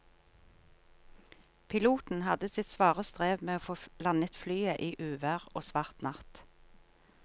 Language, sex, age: Norwegian, female, 43